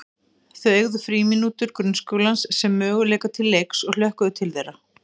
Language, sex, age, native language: Icelandic, female, 50-59, Icelandic